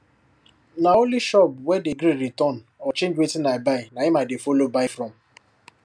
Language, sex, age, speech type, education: Nigerian Pidgin, male, 15-29, spontaneous, tertiary